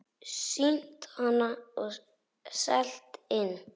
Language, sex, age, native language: Icelandic, male, 9, Icelandic